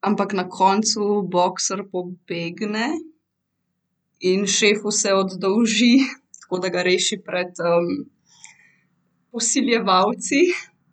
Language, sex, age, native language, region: Slovenian, female, 18-29, Slovenian, Central Slovenia